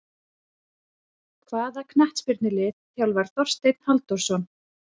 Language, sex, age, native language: Icelandic, female, 30-39, Icelandic